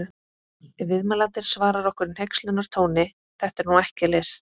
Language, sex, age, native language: Icelandic, female, 18-19, Icelandic